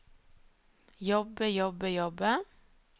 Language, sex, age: Norwegian, female, 38